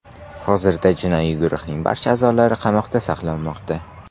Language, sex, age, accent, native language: Uzbek, male, 18-24, Qashqadaryo, Uzbek